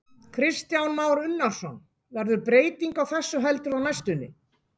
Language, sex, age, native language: Icelandic, female, 18-19, Icelandic